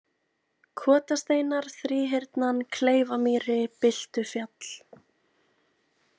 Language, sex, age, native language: Icelandic, female, 20-29, Icelandic